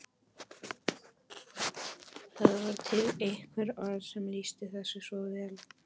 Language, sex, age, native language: Icelandic, male, 11, Polish